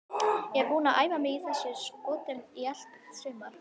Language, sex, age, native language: Icelandic, female, 18-19, Icelandic